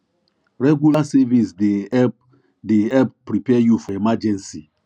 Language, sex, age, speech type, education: Nigerian Pidgin, male, 30-45, spontaneous, tertiary